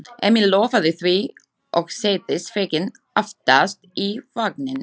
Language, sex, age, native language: Icelandic, female, 20-29, Slovak